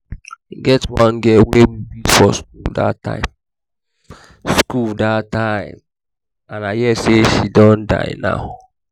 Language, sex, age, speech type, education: Nigerian Pidgin, male, 15-29, spontaneous, tertiary